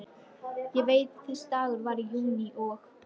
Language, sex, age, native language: Icelandic, female, 13, Icelandic